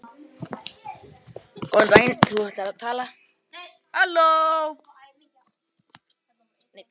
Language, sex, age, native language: Icelandic, male, 11, Icelandic